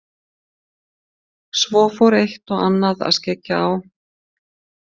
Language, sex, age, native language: Icelandic, female, 50-59, Icelandic